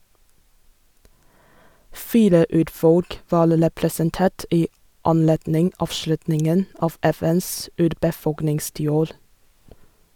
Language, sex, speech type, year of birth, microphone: Norwegian, female, read, 1987, Sennheiser